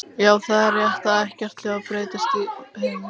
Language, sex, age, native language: Icelandic, female, 18-19, Icelandic